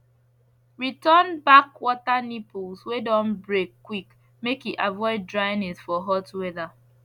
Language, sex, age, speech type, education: Nigerian Pidgin, female, 15-29, spontaneous, secondary